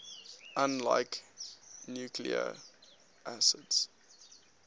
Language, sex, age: English, male, 19